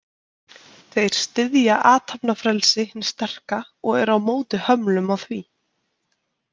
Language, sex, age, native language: Icelandic, female, 20-29, Icelandic